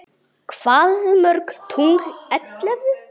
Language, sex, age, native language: Icelandic, male, 9, Icelandic